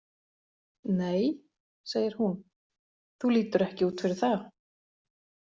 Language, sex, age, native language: Icelandic, female, 40-49, Icelandic